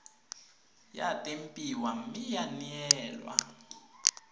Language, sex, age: Tswana, female, 22